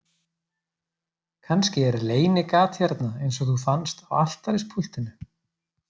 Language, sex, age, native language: Icelandic, male, 30-39, Icelandic